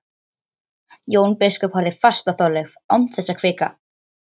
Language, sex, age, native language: Icelandic, female, 13, Icelandic